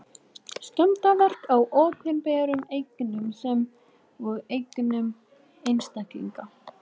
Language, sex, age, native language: Icelandic, female, 13, Icelandic